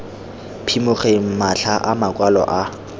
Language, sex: Tswana, male